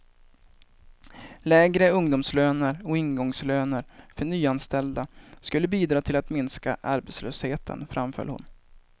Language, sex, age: Swedish, male, 23